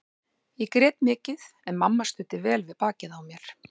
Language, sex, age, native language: Icelandic, female, 40-49, Icelandic